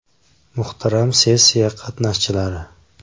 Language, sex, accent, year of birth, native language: Uzbek, male, Farg'ona, 1994, Uzbek